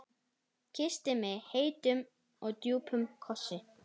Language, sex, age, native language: Icelandic, female, 10, Icelandic